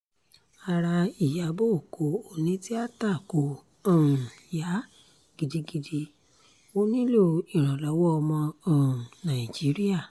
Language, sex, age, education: Yoruba, female, 30-45, tertiary